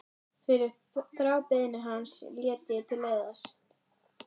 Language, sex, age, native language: Icelandic, female, 13, Icelandic